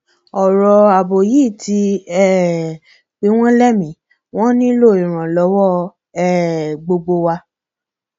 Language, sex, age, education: Yoruba, female, 15-29, tertiary